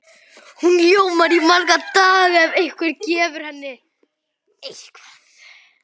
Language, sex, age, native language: Icelandic, male, 11, Icelandic